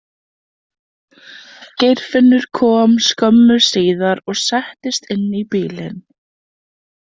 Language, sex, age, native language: Icelandic, female, 20-29, Icelandic